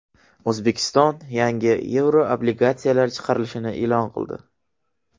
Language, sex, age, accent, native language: Uzbek, male, 18-24, Qashqadaryo, Uzbek